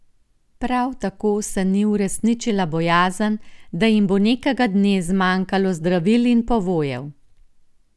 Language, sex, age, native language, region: Slovenian, female, 50-59, Slovenian, Gorenjska region